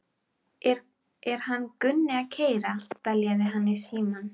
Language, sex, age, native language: Icelandic, female, 12, Icelandic